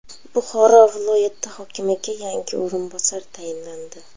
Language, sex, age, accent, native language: Uzbek, female, 25-34, Surxondaryo, Uzbek